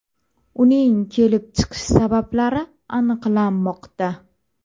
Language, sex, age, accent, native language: Uzbek, female, 25-34, Toshkent viloyati, Uzbek